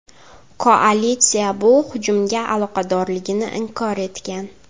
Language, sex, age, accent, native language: Uzbek, female, 18-24, Navoiy, Uzbek